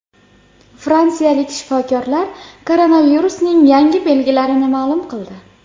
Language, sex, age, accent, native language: Uzbek, female, 18-24, Andijon, Uzbek